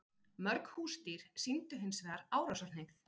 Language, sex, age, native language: Icelandic, female, 40-49, Icelandic